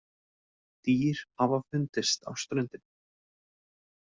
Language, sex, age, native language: Icelandic, male, 18-19, Icelandic